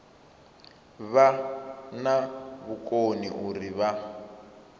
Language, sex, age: Venda, male, 27